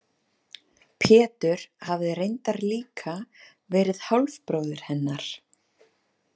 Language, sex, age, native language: Icelandic, female, 30-39, Icelandic